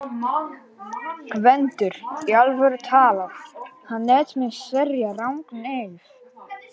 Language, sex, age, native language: Icelandic, male, 11, Icelandic